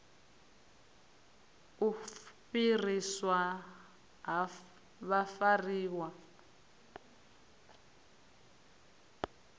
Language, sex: Venda, female